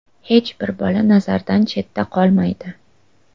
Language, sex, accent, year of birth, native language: Uzbek, female, Toshkent viloyati, 2000, Uzbek